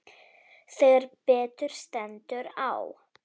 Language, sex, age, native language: Icelandic, female, 10, Icelandic